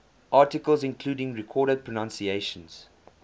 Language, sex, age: English, male, 24